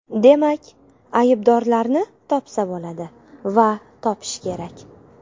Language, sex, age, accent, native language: Uzbek, female, 18-24, Qashqadaryo, Uzbek